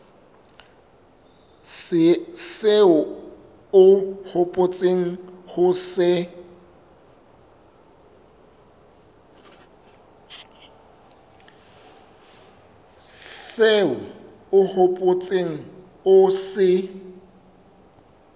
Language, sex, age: Southern Sotho, male, 24